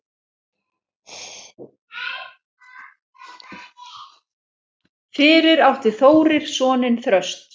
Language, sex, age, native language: Icelandic, female, 7, Icelandic